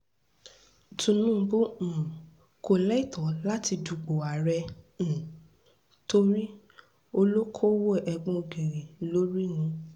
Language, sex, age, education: Yoruba, female, 15-29, tertiary